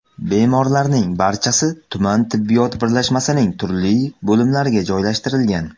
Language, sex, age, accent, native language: Uzbek, male, under 19, Samarqand, Uzbek